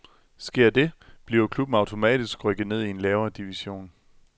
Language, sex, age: Danish, male, 27